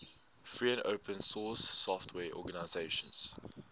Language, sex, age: English, male, 19